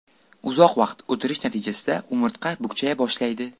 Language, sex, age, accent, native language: Uzbek, male, 18-24, Buxoro, Uzbek